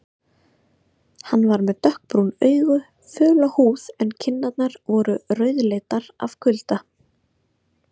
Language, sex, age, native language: Icelandic, female, 30-39, Icelandic